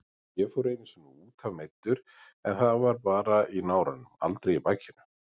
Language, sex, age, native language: Icelandic, male, 40-49, Icelandic